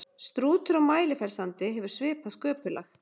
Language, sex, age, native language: Icelandic, female, 40-49, Icelandic